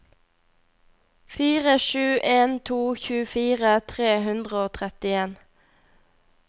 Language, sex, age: Norwegian, female, 21